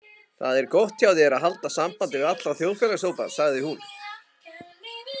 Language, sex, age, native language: Icelandic, male, 20-29, Icelandic